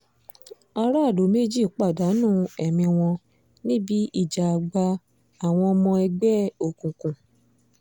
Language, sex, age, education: Yoruba, female, 15-29, secondary